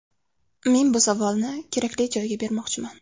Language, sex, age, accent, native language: Uzbek, female, 19-29, Qashqadaryo, Uzbek